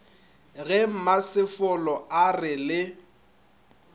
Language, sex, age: Northern Sotho, male, 25